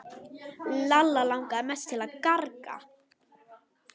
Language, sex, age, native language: Icelandic, female, 11, Icelandic